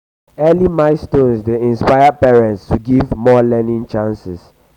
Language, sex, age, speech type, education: Nigerian Pidgin, male, 15-29, spontaneous, tertiary